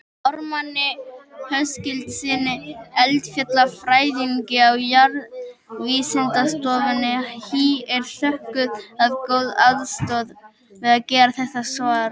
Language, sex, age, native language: Icelandic, male, 18-19, Icelandic